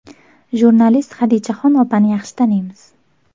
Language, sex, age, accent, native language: Uzbek, female, 19-29, Navoiy, Uzbek